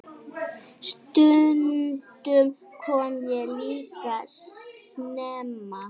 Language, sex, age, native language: Icelandic, female, 8, Icelandic